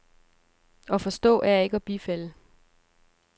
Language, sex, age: Danish, female, 34